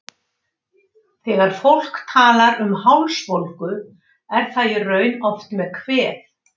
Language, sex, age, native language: Icelandic, female, 60-69, Icelandic